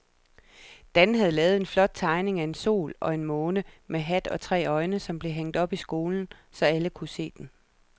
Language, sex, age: Danish, female, 37